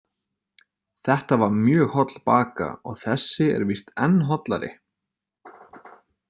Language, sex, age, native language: Icelandic, male, 20-29, Icelandic